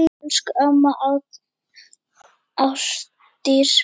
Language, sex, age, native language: Icelandic, female, 8, Icelandic